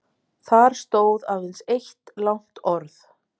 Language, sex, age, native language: Icelandic, female, 50-59, Icelandic